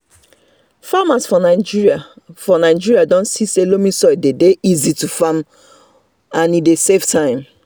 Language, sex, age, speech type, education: Nigerian Pidgin, female, 30-45, spontaneous, tertiary